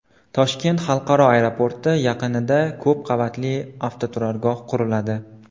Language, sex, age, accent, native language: Uzbek, male, 18-24, Farg'ona, Uzbek